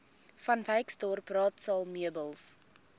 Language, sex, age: Afrikaans, female, 21